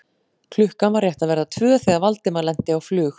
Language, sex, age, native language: Icelandic, female, 40-49, Icelandic